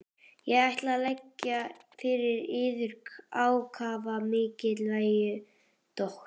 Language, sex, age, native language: Icelandic, female, 11, Icelandic